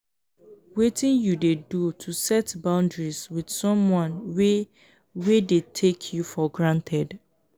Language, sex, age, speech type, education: Nigerian Pidgin, female, 15-29, spontaneous, tertiary